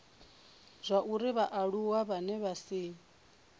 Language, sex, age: Venda, female, 24